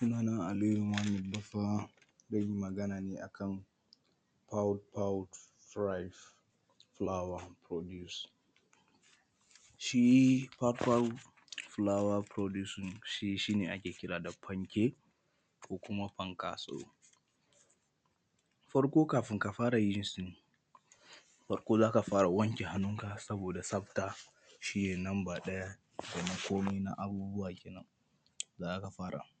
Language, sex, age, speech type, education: Hausa, male, 15-29, spontaneous, primary